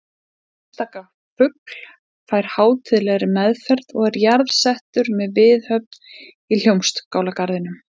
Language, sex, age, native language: Icelandic, female, 40-49, Icelandic